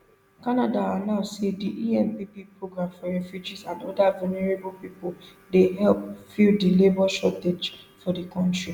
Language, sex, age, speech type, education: Nigerian Pidgin, female, 15-29, spontaneous, tertiary